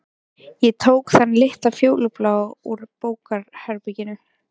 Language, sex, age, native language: Icelandic, female, 13, Icelandic